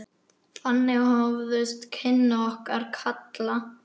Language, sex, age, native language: Icelandic, male, 9, Icelandic